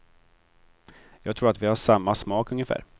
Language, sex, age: Swedish, male, 23